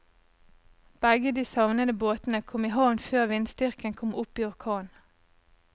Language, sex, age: Norwegian, female, 37